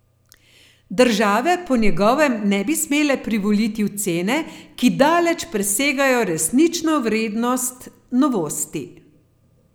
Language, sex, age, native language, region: Slovenian, female, 50-59, Slovenian, Gorenjska region